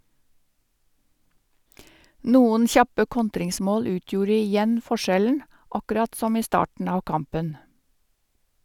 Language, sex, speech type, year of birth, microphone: Norwegian, female, read, 1952, Sennheiser